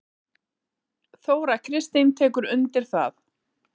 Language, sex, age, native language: Icelandic, female, 8, Icelandic